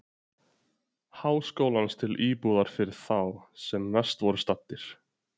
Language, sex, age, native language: Icelandic, male, 20-29, Icelandic